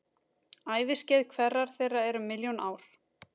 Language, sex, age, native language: Icelandic, female, 30-39, Icelandic